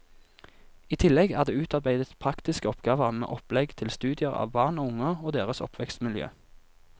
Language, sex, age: Norwegian, male, 24